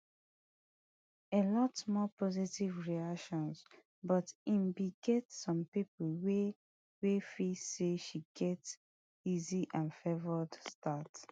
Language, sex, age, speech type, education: Nigerian Pidgin, female, 30-45, spontaneous, tertiary